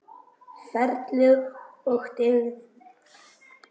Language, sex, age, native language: Icelandic, male, 10, Icelandic